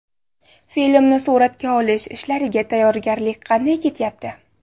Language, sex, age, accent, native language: Uzbek, female, 18-24, Navoiy, Uzbek